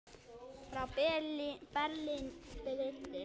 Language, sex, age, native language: Icelandic, female, 9, Icelandic